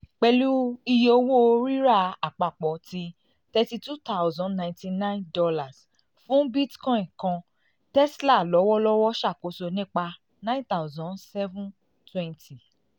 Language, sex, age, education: Yoruba, female, 30-45, tertiary